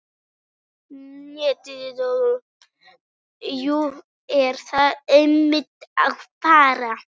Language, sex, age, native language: Icelandic, female, 18-19, Icelandic